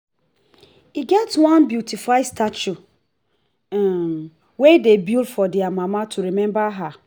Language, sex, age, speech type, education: Nigerian Pidgin, female, 30-45, spontaneous, tertiary